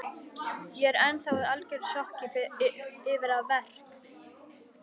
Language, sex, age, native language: Icelandic, female, 11, Icelandic